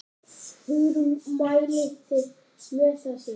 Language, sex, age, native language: Icelandic, male, 8, Icelandic